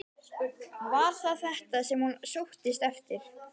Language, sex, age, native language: Icelandic, female, 12, Icelandic